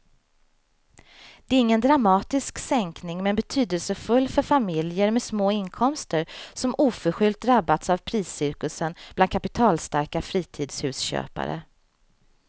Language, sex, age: Swedish, female, 35